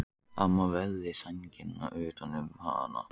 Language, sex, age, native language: Icelandic, male, 14, Icelandic